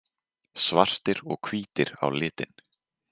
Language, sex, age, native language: Icelandic, male, 20-29, Icelandic